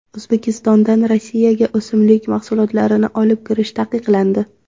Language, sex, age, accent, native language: Uzbek, female, 18-24, Toshkent shahri, Uzbek